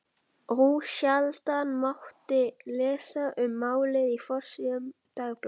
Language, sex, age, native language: Icelandic, male, 11, Icelandic